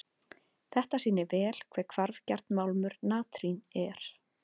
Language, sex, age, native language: Icelandic, female, 30-39, Icelandic